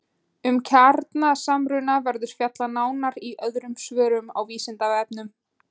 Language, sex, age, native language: Icelandic, female, 20-29, Icelandic